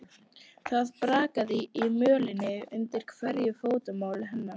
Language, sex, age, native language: Icelandic, female, 12, Icelandic